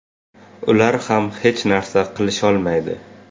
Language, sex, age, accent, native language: Uzbek, male, 18-24, Qashqadaryo, Uzbek